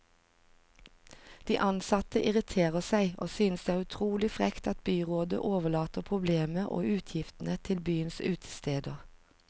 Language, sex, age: Norwegian, female, 45